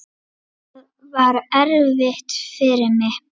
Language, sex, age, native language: Icelandic, female, 8, Icelandic